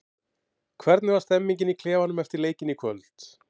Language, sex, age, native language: Icelandic, male, 50-59, Icelandic